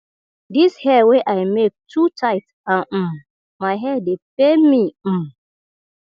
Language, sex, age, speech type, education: Nigerian Pidgin, female, 30-45, spontaneous, tertiary